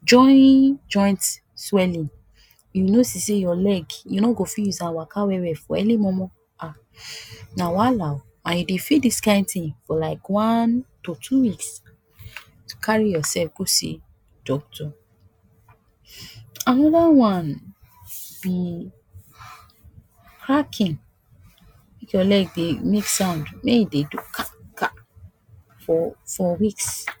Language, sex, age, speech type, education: Nigerian Pidgin, female, 15-29, spontaneous, tertiary